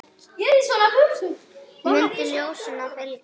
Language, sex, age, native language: Icelandic, female, 9, Icelandic